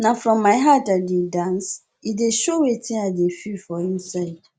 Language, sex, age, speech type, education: Nigerian Pidgin, female, 15-29, spontaneous, tertiary